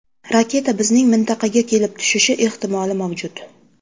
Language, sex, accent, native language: Uzbek, female, Qashqadaryo, Uzbek